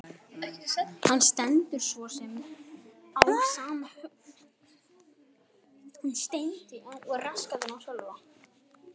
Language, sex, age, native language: Icelandic, male, 11, Icelandic